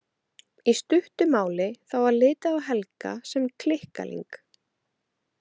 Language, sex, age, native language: Icelandic, female, 18-19, Icelandic